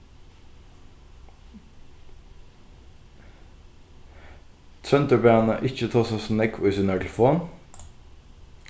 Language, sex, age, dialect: Faroese, male, 15-35, Norðuroyggjar